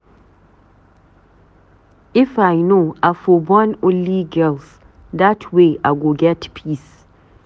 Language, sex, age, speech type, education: Nigerian Pidgin, female, 30-45, read, tertiary